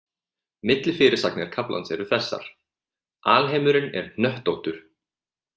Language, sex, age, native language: Icelandic, male, 20-29, Icelandic